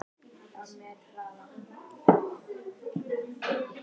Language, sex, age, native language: Icelandic, female, 11, Icelandic